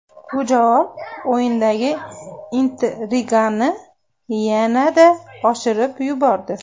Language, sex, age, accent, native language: Uzbek, female, 25-34, Andijon, Uzbek